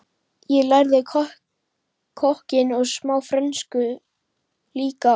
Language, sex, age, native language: Icelandic, female, 11, Icelandic